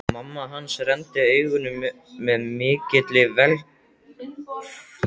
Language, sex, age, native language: Icelandic, male, 12, Icelandic